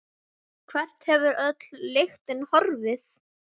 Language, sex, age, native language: Icelandic, male, 10, Icelandic